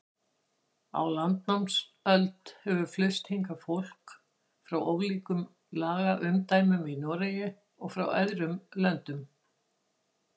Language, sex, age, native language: Icelandic, female, 60-69, Icelandic